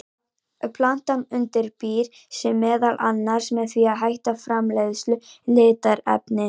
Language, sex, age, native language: Icelandic, female, 18-19, Icelandic